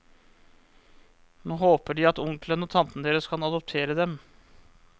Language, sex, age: Norwegian, male, 34